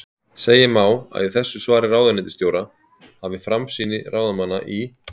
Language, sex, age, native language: Icelandic, male, 30-39, Icelandic